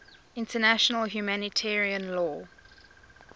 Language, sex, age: English, female, 24